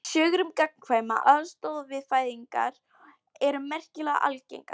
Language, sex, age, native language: Icelandic, female, 11, Polish